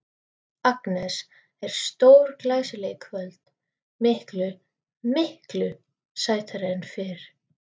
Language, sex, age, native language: Icelandic, female, 13, Icelandic